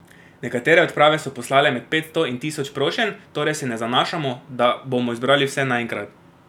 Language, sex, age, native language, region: Slovenian, male, 18-29, Slovenian, Drava region